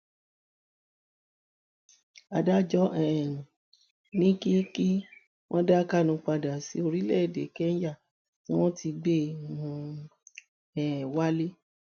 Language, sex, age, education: Yoruba, female, 60+, tertiary